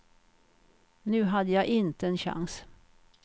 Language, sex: Swedish, female